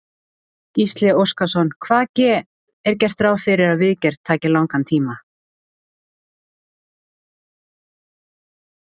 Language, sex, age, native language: Icelandic, female, 30-39, Icelandic